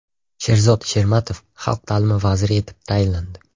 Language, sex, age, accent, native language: Uzbek, male, 12-17, Toshkent shahri, Uzbek